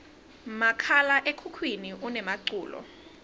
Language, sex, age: Swati, female, 22